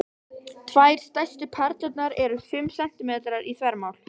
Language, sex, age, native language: Icelandic, female, 12, Icelandic